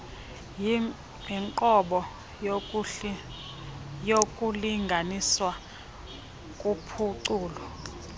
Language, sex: Xhosa, female